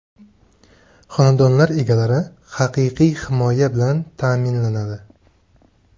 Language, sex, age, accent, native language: Uzbek, male, 18-24, Surxondaryo, Uzbek